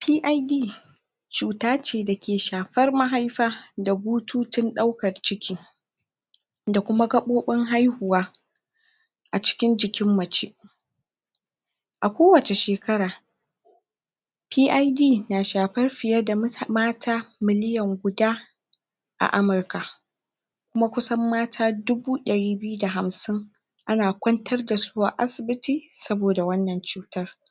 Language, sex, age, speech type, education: Hausa, female, 46-60, spontaneous, secondary